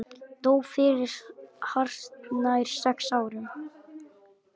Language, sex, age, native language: Icelandic, male, 10, Icelandic